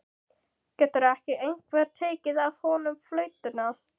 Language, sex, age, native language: Icelandic, female, 15, Icelandic